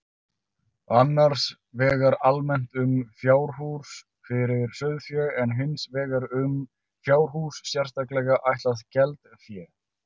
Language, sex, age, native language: Icelandic, male, 30-39, Icelandic